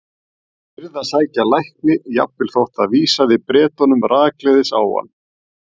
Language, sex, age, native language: Icelandic, male, 40-49, Icelandic